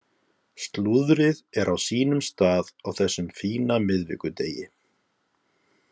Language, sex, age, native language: Icelandic, male, 30-39, Icelandic